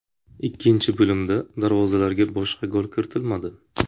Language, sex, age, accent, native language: Uzbek, male, 25-34, Buxoro, Uzbek